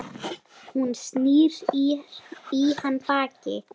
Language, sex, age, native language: Icelandic, female, 10, Icelandic